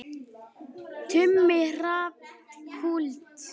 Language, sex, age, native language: Icelandic, female, 9, Icelandic